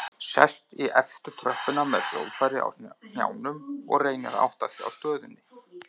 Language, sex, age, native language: Icelandic, male, 30-39, Icelandic